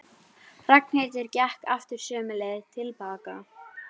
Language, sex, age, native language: Icelandic, female, 12, Icelandic